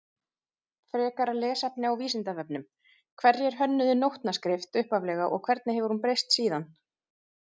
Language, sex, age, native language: Icelandic, female, 30-39, Icelandic